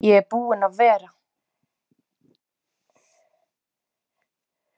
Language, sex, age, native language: Icelandic, female, 40-49, Icelandic